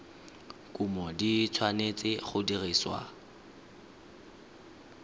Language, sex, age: Tswana, male, 19